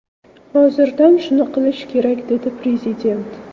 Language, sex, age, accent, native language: Uzbek, female, 25-34, Samarqand, Uzbek